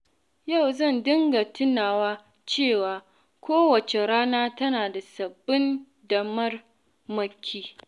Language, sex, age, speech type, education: Hausa, female, 15-29, spontaneous, tertiary